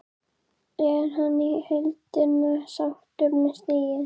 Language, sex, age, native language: Icelandic, female, 11, Icelandic